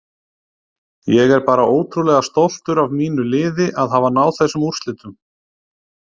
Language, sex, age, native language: Icelandic, male, 30-39, Icelandic